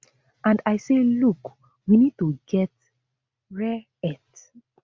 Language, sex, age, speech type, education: Nigerian Pidgin, female, 15-29, spontaneous, tertiary